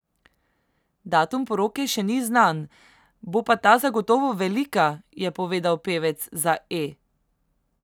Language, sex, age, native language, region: Slovenian, female, 18-29, Slovenian, Central Slovenia